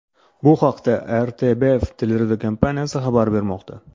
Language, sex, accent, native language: Uzbek, male, Toshkent shahri, Uzbek